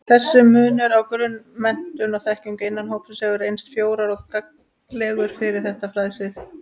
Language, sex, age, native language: Icelandic, female, 30-39, Icelandic